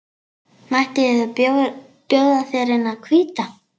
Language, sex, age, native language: Icelandic, female, 10, Icelandic